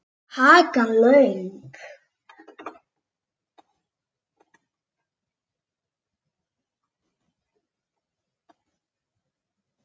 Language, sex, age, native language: Icelandic, female, 8, Icelandic